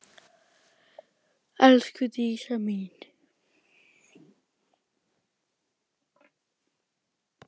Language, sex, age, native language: Icelandic, female, 10, Icelandic